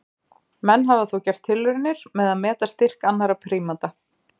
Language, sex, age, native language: Icelandic, female, 30-39, Icelandic